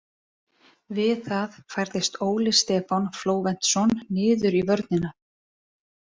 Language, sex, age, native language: Icelandic, female, 30-39, Icelandic